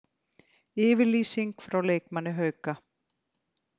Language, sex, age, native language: Icelandic, female, 50-59, Icelandic